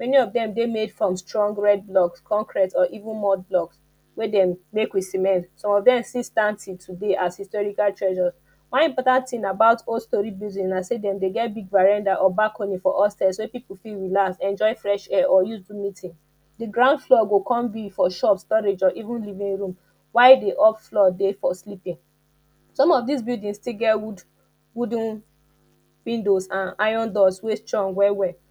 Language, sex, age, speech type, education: Nigerian Pidgin, female, 15-29, spontaneous, tertiary